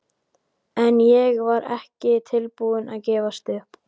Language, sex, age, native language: Icelandic, male, 12, Icelandic